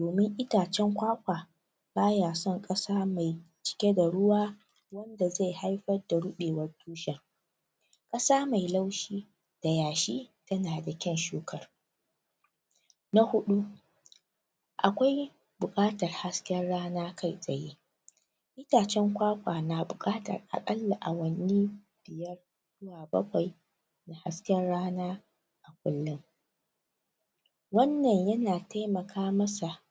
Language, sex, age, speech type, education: Hausa, female, 30-45, spontaneous, tertiary